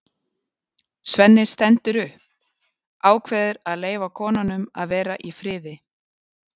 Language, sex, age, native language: Icelandic, female, 40-49, Icelandic